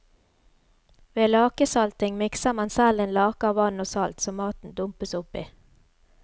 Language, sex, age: Norwegian, female, 33